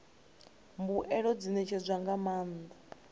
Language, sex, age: Venda, female, 20